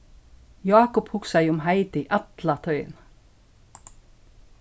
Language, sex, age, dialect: Faroese, female, 61+, Suðurstreymoy